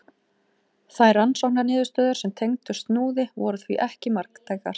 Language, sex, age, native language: Icelandic, female, 18-19, Icelandic